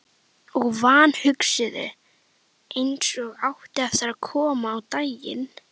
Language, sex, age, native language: Icelandic, female, 11, Icelandic